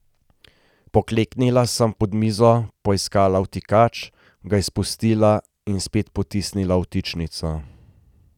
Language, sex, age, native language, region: Slovenian, male, 30-49, Slovenian, Gorenjska region